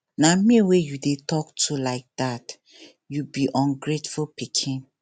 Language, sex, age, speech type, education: Nigerian Pidgin, female, 15-29, spontaneous, tertiary